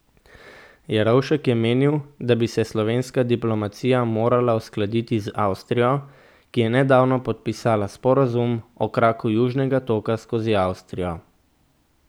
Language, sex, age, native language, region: Slovenian, male, 18-29, Slovenian, Central Slovenia